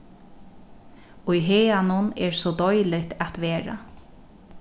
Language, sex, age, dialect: Faroese, female, 36-60, Norðurstreymoy/Eysturoy